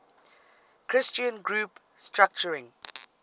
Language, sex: English, female